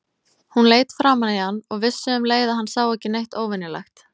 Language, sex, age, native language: Icelandic, female, 20-29, Icelandic